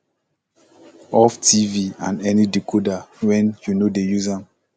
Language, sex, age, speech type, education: Nigerian Pidgin, male, 15-29, spontaneous, tertiary